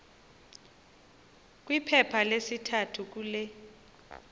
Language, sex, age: Xhosa, female, 30